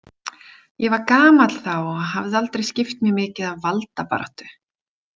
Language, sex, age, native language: Icelandic, female, 40-49, Icelandic